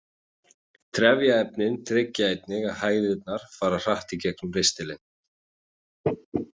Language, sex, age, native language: Icelandic, male, 40-49, Icelandic